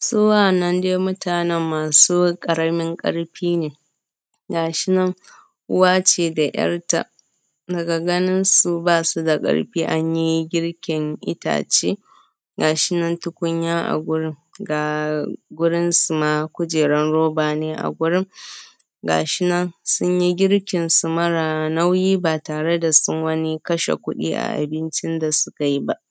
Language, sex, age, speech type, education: Hausa, female, 15-29, spontaneous, primary